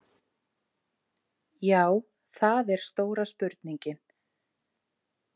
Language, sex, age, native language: Icelandic, female, 30-39, Icelandic